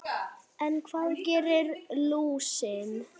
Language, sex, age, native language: Icelandic, male, 8, Icelandic